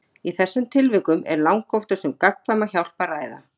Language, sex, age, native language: Icelandic, female, 40-49, Icelandic